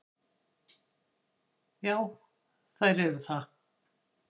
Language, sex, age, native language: Icelandic, female, 60-69, Icelandic